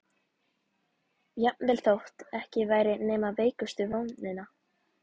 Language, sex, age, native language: Icelandic, female, 11, Icelandic